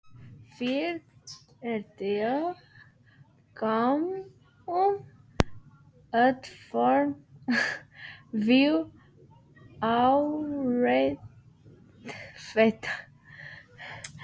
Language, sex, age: Icelandic, other, 18-19